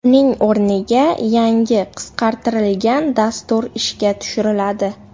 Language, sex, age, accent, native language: Uzbek, female, 18-24, Namangan, Uzbek